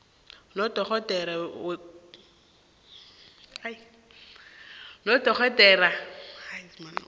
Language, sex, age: South Ndebele, female, 21